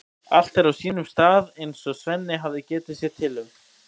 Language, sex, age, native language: Icelandic, male, 18-19, Icelandic